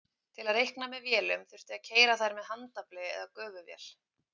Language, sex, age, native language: Icelandic, female, 30-39, Icelandic